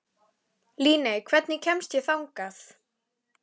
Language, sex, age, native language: Icelandic, female, 11, Icelandic